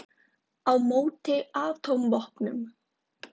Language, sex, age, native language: Icelandic, female, 20-29, Icelandic